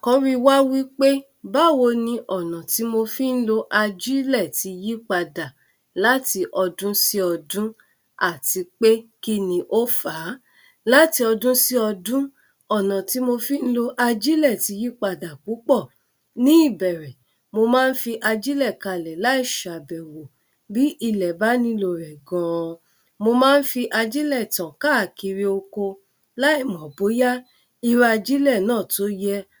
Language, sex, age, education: Yoruba, female, 30-45, tertiary